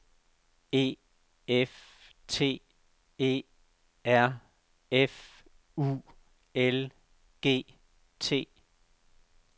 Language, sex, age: Danish, male, 69